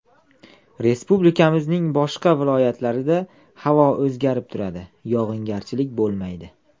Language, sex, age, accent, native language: Uzbek, male, 19-29, Andijon, Uzbek